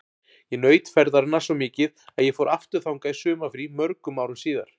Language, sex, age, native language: Icelandic, male, 40-49, Icelandic